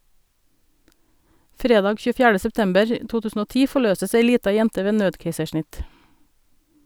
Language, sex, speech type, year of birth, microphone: Norwegian, female, read, 1972, Sennheiser